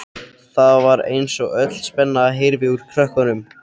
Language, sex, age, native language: Icelandic, male, 13, Icelandic